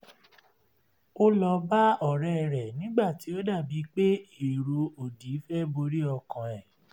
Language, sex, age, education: Yoruba, female, 30-45, tertiary